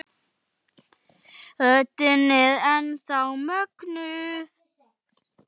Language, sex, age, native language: Icelandic, male, 9, Icelandic